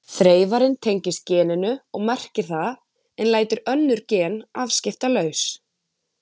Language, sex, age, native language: Icelandic, female, 20-29, Icelandic